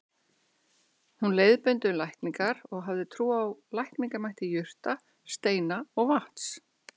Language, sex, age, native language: Icelandic, female, 60-69, Icelandic